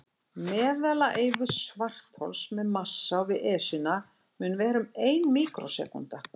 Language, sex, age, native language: Icelandic, female, 60-69, Icelandic